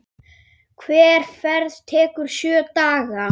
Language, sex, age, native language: Icelandic, male, 8, Icelandic